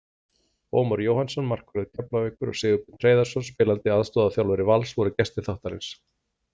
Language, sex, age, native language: Icelandic, male, 40-49, Icelandic